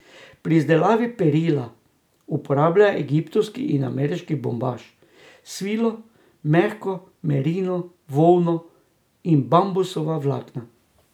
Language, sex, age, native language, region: Slovenian, male, 60+, Slovenian, Drava region